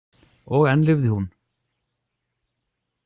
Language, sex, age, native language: Icelandic, male, 40-49, Icelandic